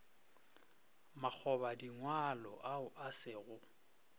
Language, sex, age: Northern Sotho, male, 23